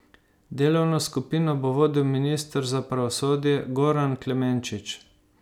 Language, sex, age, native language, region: Slovenian, male, 50-59, Slovenian, Savinja region